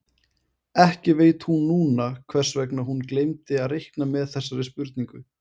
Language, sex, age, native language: Icelandic, male, 20-29, Icelandic